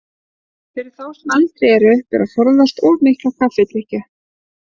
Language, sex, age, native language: Icelandic, female, 30-39, Icelandic